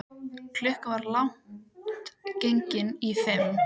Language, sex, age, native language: Icelandic, female, 13, Icelandic